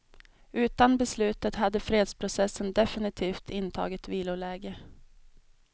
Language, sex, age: Swedish, female, 32